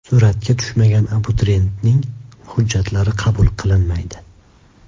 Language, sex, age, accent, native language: Uzbek, male, 18-24, Andijon, Uzbek